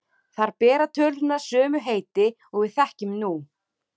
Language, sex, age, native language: Icelandic, female, 30-39, Icelandic